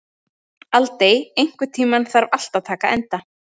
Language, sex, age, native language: Icelandic, female, 30-39, Icelandic